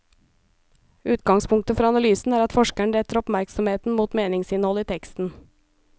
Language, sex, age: Norwegian, female, 37